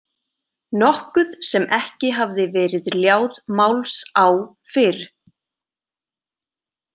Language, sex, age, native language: Icelandic, female, 30-39, Icelandic